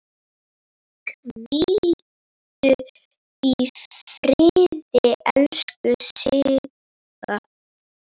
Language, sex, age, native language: Icelandic, female, 8, Icelandic